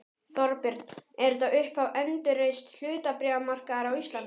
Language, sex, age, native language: Icelandic, male, 12, Icelandic